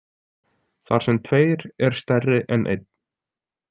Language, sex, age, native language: Icelandic, male, 20-29, Icelandic